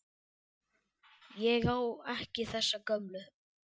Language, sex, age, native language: Icelandic, male, 10, Icelandic